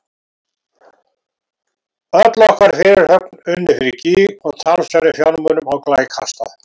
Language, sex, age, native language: Icelandic, male, 70-79, Icelandic